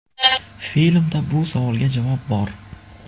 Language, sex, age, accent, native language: Uzbek, male, 25-34, Buxoro, Uzbek